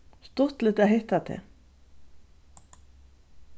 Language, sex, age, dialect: Faroese, female, 36-60, Suðurstreymoy